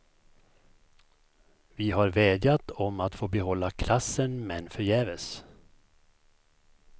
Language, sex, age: Swedish, male, 51